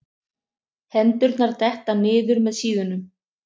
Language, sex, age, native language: Icelandic, other, 30-39, Icelandic